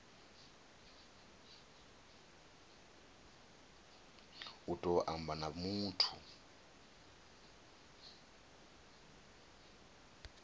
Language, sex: Venda, male